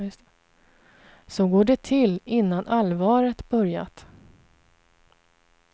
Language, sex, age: Swedish, female, 33